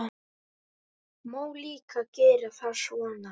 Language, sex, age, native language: Icelandic, male, 10, Icelandic